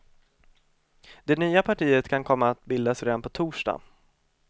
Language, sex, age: Swedish, male, 25